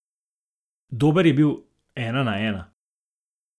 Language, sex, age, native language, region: Slovenian, male, 50-59, Slovenian, Zasavska region